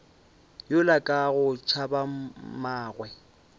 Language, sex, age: Northern Sotho, male, 25